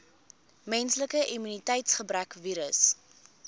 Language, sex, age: Afrikaans, female, 21